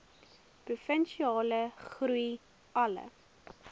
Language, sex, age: Afrikaans, female, 20